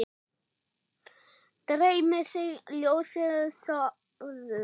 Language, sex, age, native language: Icelandic, female, 8, German